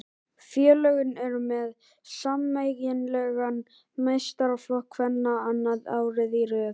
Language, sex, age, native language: Icelandic, male, 18-19, Icelandic